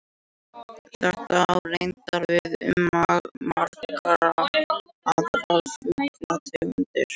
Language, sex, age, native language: Icelandic, other, 18-19, Icelandic